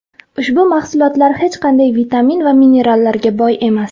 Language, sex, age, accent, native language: Uzbek, female, 19-29, Farg'ona, Uzbek